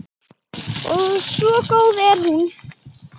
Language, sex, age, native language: Icelandic, female, 10, Icelandic